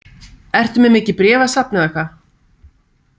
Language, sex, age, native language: Icelandic, female, 30-39, Icelandic